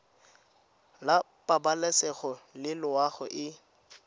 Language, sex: Tswana, female